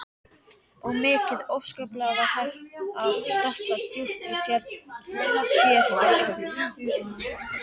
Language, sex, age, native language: Icelandic, male, 13, Icelandic